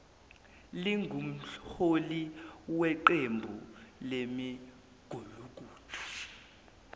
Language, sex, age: Zulu, male, 19